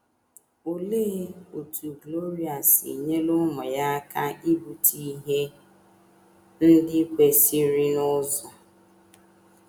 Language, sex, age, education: Igbo, female, 30-45, tertiary